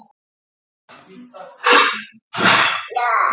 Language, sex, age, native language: Icelandic, female, 50-59, Icelandic